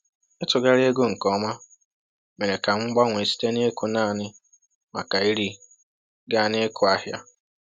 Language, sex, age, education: Igbo, male, 15-29, tertiary